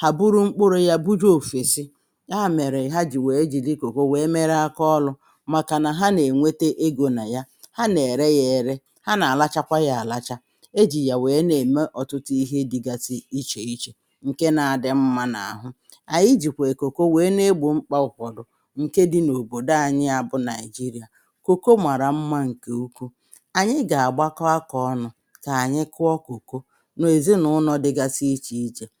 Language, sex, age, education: Igbo, female, 30-45, primary